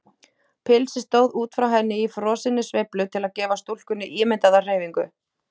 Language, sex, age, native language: Icelandic, female, 18-19, Icelandic